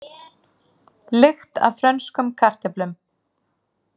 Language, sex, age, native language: Icelandic, female, 30-39, Icelandic